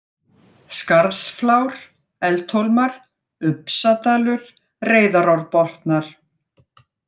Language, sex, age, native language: Icelandic, female, 50-59, Icelandic